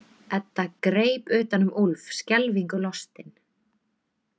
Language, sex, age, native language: Icelandic, female, 20-29, Icelandic